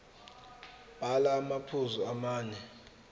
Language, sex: Zulu, male